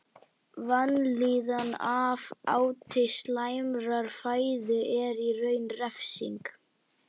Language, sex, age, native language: Icelandic, female, 60-69, Icelandic